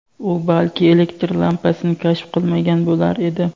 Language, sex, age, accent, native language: Uzbek, male, 18-24, Andijon, Uzbek